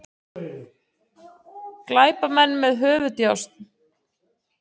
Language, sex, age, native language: Icelandic, female, 40-49, Icelandic